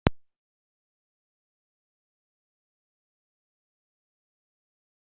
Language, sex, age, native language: Icelandic, female, 40-49, Icelandic